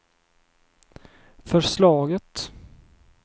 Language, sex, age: Swedish, male, 31